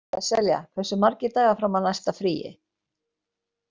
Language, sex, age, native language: Icelandic, female, 60-69, Icelandic